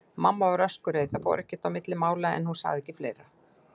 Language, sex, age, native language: Icelandic, female, 60-69, Icelandic